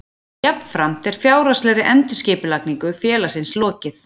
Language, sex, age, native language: Icelandic, female, 40-49, Icelandic